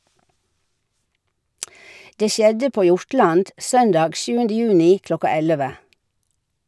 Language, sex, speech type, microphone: Norwegian, female, read, Shure